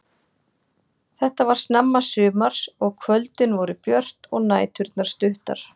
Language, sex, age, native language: Icelandic, female, 40-49, Icelandic